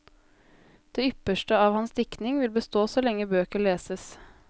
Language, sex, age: Norwegian, female, 20